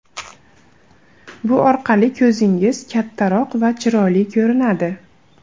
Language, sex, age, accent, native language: Uzbek, female, 18-24, Andijon, Uzbek